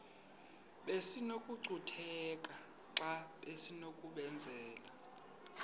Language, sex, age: Xhosa, male, 31